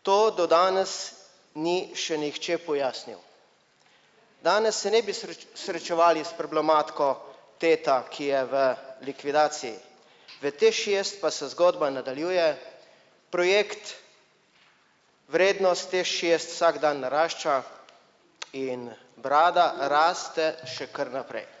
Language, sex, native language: Slovenian, male, Slovenian